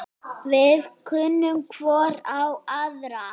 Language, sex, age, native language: Icelandic, female, 6, Icelandic